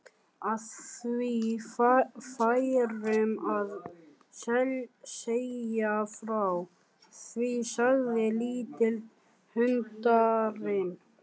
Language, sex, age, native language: Icelandic, male, 14, Icelandic